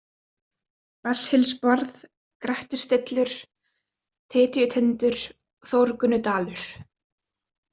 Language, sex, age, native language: Icelandic, female, 20-29, Icelandic